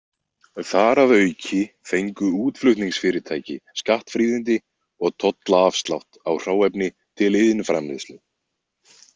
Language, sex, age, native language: Icelandic, male, 20-29, Icelandic